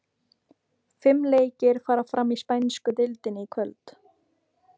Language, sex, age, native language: Icelandic, female, 18-19, Icelandic